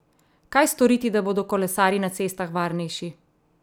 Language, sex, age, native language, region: Slovenian, female, 30-49, Slovenian, Central Slovenia